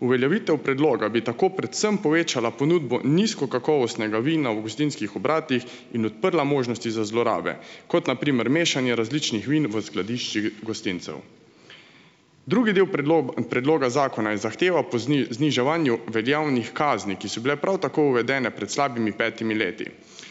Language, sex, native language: Slovenian, male, Slovenian